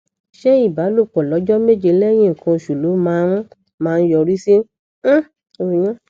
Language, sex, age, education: Yoruba, female, 60+, tertiary